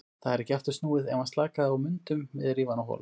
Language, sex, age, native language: Icelandic, male, 40-49, Icelandic